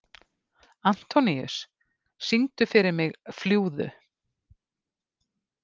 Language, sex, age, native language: Icelandic, female, 50-59, Icelandic